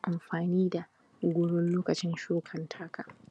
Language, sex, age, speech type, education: Hausa, female, 15-29, spontaneous, primary